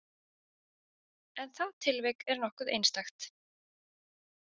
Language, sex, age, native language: Icelandic, female, 20-29, Icelandic